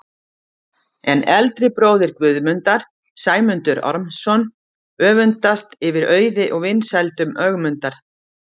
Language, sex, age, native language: Icelandic, female, 50-59, Icelandic